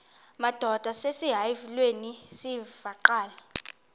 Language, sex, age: Xhosa, female, 22